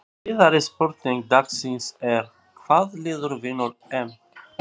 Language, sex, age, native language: Icelandic, male, 40-49, Albanian